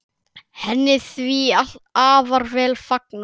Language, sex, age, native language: Icelandic, male, 9, Icelandic